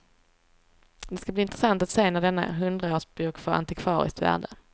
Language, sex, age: Swedish, female, 23